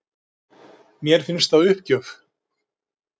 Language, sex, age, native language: Icelandic, male, 50-59, Icelandic